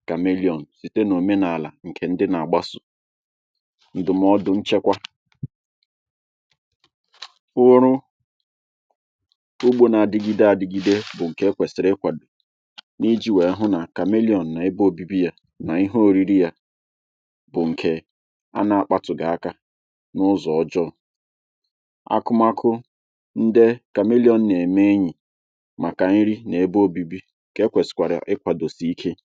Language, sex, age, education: Igbo, male, 30-45, tertiary